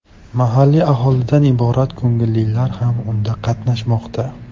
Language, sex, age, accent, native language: Uzbek, male, 18-24, Farg'ona, Tajik